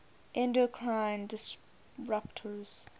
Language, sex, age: English, female, 21